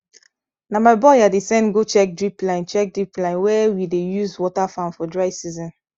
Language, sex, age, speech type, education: Nigerian Pidgin, female, 15-29, spontaneous, tertiary